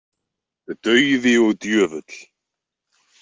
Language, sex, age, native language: Icelandic, male, 20-29, Icelandic